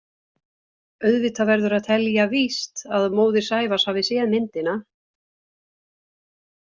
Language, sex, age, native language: Icelandic, female, 60-69, Icelandic